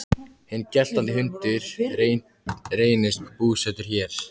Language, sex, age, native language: Icelandic, male, 14, Icelandic